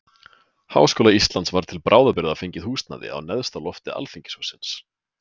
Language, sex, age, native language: Icelandic, male, 20-29, Icelandic